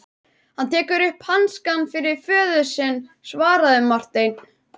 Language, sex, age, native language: Icelandic, male, 11, Icelandic